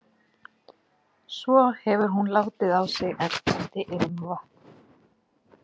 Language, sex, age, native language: Icelandic, female, 40-49, Icelandic